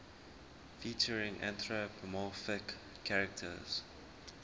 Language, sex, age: English, male, 19